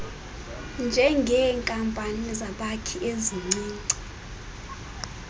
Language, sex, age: Xhosa, female, 20